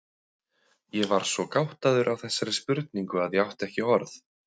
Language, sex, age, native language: Icelandic, male, 30-39, Icelandic